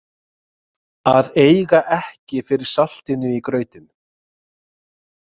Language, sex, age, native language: Icelandic, male, 20-29, Icelandic